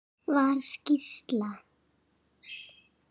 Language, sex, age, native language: Icelandic, female, 7, Icelandic